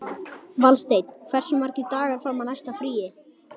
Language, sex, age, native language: Icelandic, male, 11, Icelandic